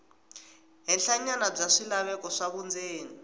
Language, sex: Tsonga, female